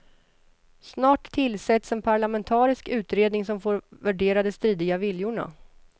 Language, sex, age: Swedish, female, 33